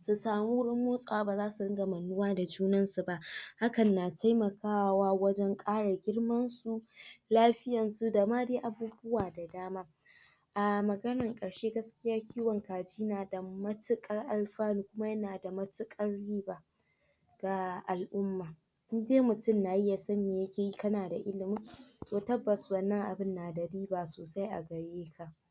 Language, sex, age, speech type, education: Hausa, female, 46-60, spontaneous, tertiary